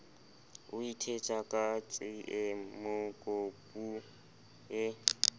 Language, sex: Southern Sotho, male